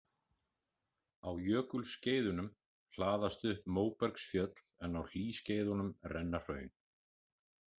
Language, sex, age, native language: Icelandic, male, 40-49, Icelandic